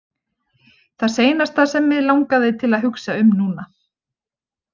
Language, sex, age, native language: Icelandic, female, 20-29, Icelandic